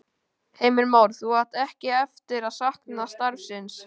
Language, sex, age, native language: Icelandic, male, 13, Icelandic